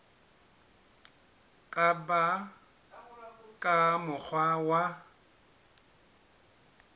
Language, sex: Southern Sotho, male